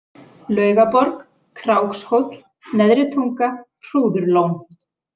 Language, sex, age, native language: Icelandic, female, 40-49, Icelandic